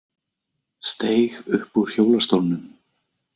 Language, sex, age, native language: Icelandic, male, 20-29, Icelandic